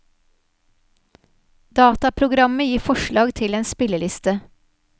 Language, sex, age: Norwegian, female, 46